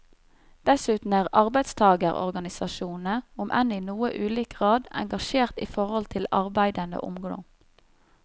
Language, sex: Norwegian, female